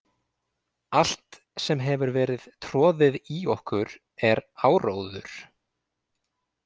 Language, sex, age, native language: Icelandic, male, 20-29, Icelandic